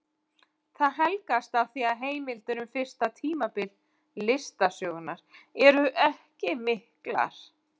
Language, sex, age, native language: Icelandic, female, 40-49, Icelandic